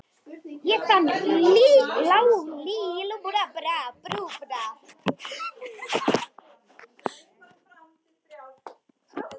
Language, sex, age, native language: Icelandic, female, 13, Icelandic